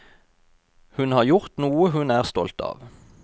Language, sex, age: Norwegian, male, 32